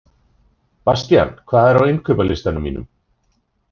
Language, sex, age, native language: Icelandic, male, 30-39, Icelandic